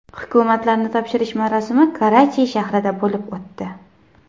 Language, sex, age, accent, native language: Uzbek, female, 19-29, Qashqadaryo, Uzbek